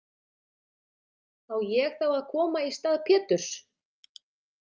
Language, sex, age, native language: Icelandic, female, 30-39, Icelandic